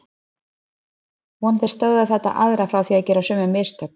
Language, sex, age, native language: Icelandic, female, 30-39, Icelandic